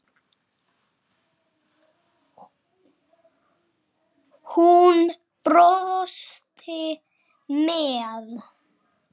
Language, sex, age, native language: Icelandic, male, 6, Icelandic